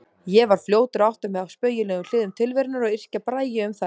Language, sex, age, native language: Icelandic, female, 30-39, Icelandic